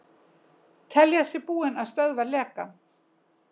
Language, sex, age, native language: Icelandic, female, 60-69, Icelandic